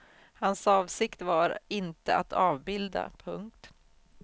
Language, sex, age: Swedish, female, 44